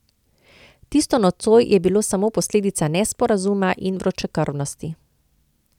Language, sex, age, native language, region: Slovenian, female, 50-59, Slovenian, Central Slovenia